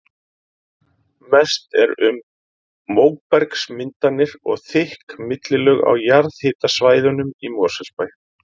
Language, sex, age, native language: Icelandic, male, 30-39, Icelandic